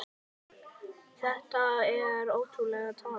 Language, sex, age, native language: Icelandic, male, 9, Icelandic